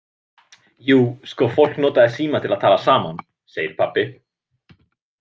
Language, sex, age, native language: Icelandic, male, 20-29, Icelandic